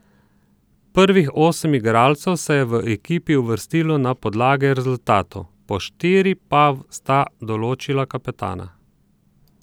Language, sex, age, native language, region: Slovenian, male, 30-49, Slovenian, Southeast Slovenia